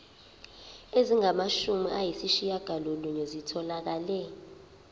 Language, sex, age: Zulu, female, 24